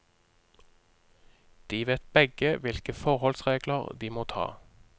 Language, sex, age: Norwegian, male, 30